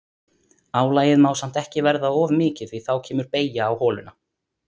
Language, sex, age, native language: Icelandic, male, 20-29, Icelandic